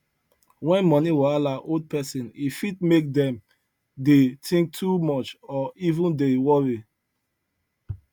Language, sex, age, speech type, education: Nigerian Pidgin, male, 30-45, spontaneous, tertiary